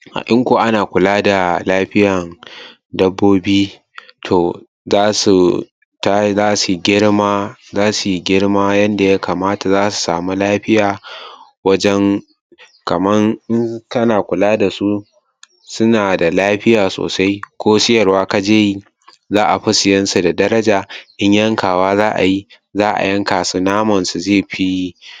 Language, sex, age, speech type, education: Hausa, male, 15-29, spontaneous, tertiary